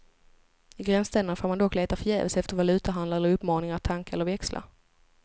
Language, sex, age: Swedish, female, 25